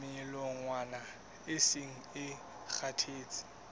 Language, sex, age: Southern Sotho, male, 19